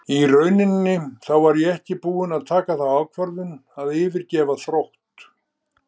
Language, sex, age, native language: Icelandic, male, 70-79, Icelandic